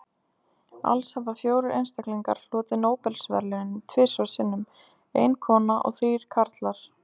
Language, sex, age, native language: Icelandic, female, 20-29, Icelandic